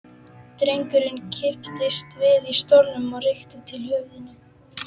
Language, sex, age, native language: Icelandic, female, 11, Icelandic